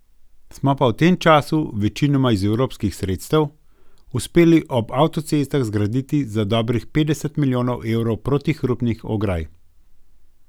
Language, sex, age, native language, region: Slovenian, male, 50-59, Slovenian, Gorenjska region